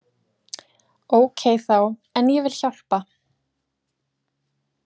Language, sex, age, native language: Icelandic, female, 20-29, Icelandic